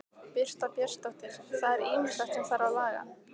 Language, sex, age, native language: Icelandic, female, 15, Icelandic